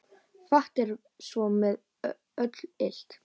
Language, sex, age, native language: Icelandic, female, 18-19, Icelandic